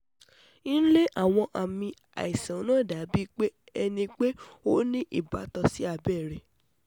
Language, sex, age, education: Yoruba, female, 15-29, tertiary